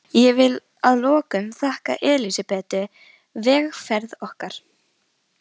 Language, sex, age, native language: Icelandic, female, 12, Icelandic